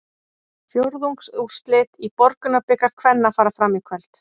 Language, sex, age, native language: Icelandic, female, 40-49, Icelandic